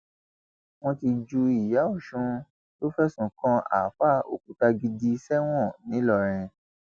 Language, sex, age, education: Yoruba, male, 30-45, tertiary